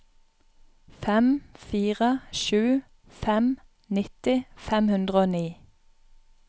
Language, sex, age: Norwegian, female, 31